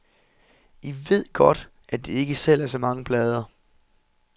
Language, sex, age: Danish, male, 27